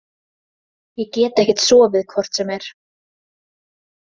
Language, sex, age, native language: Icelandic, female, 30-39, Icelandic